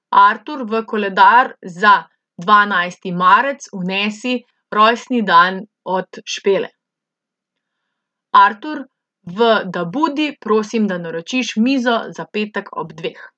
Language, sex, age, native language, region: Slovenian, female, 18-29, Slovenian, Central Slovenia